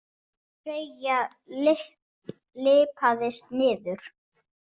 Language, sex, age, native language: Icelandic, female, 18-19, Icelandic